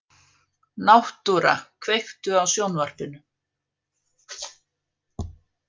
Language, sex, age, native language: Icelandic, female, 50-59, Icelandic